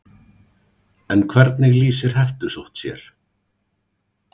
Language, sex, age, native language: Icelandic, male, 40-49, Icelandic